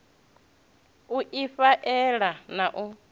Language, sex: Venda, female